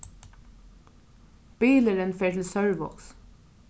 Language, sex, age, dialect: Faroese, female, 36-60, Norðurstreymoy/Eysturoy